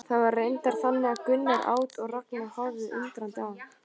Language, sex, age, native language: Icelandic, female, 18-19, Icelandic